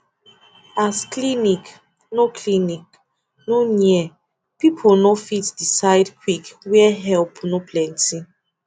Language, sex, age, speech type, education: Nigerian Pidgin, female, 15-29, spontaneous, tertiary